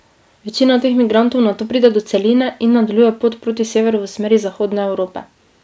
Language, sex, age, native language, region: Slovenian, female, 18-29, Slovenian, Drava region